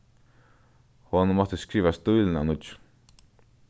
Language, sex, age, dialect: Faroese, male, 15-35, Norðurstreymoy/Eysturoy